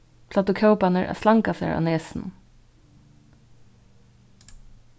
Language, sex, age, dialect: Faroese, female, 36-60, Vágar